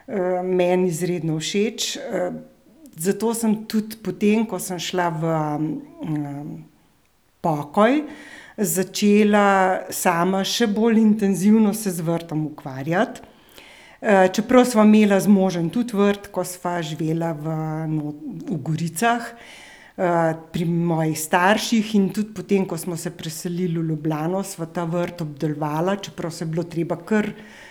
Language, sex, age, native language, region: Slovenian, female, 60+, Slovenian, Central Slovenia